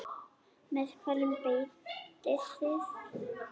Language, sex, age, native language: Icelandic, female, 9, Icelandic